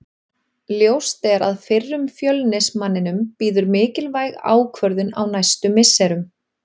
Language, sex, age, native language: Icelandic, female, 40-49, Icelandic